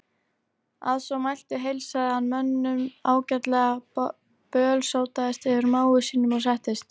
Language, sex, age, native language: Icelandic, female, 40-49, Icelandic